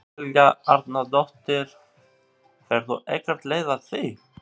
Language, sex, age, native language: Icelandic, male, 40-49, Albanian